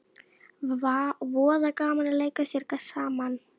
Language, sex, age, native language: Icelandic, female, 11, Icelandic